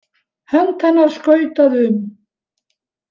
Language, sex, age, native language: Icelandic, female, 70-79, Icelandic